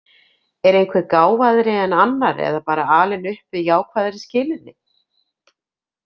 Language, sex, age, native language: Icelandic, female, 50-59, Icelandic